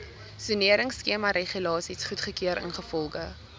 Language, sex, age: Afrikaans, female, 19